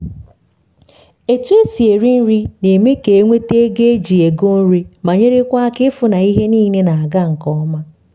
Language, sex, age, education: Igbo, female, 15-29, tertiary